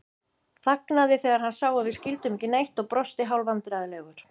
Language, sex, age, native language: Icelandic, female, 50-59, Icelandic